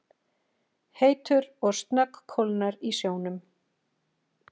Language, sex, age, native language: Icelandic, female, 40-49, Icelandic